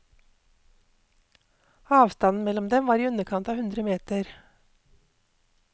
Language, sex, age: Norwegian, female, 48